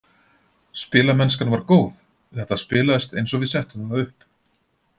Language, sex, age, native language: Icelandic, male, 40-49, Icelandic